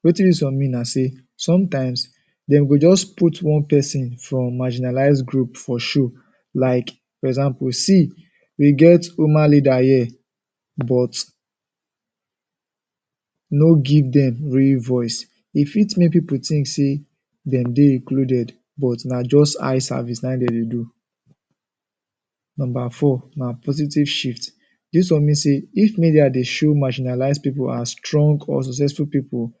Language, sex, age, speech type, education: Nigerian Pidgin, male, 15-29, spontaneous, secondary